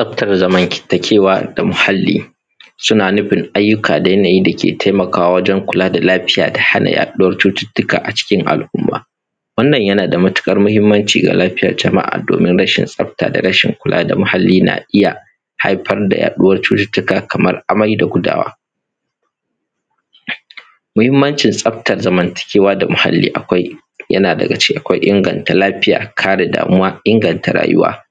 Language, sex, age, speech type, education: Hausa, male, 15-29, spontaneous, primary